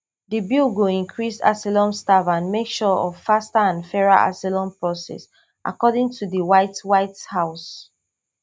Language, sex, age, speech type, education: Nigerian Pidgin, female, 30-45, spontaneous, tertiary